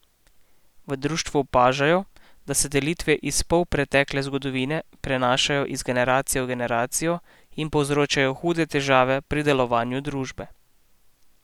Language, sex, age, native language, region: Slovenian, male, 18-29, Slovenian, Posavska region